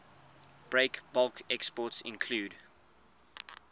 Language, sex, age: English, male, 21